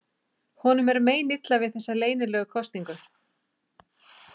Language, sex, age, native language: Icelandic, female, 40-49, Icelandic